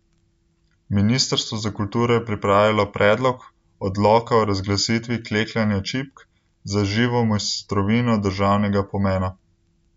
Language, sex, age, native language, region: Slovenian, male, 18-29, Slovenian, Central Slovenia